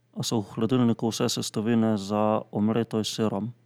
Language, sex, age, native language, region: Slovenian, male, 30-49, Slovenian, Central Slovenia